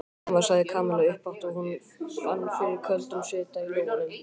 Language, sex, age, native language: Icelandic, male, 18-19, Icelandic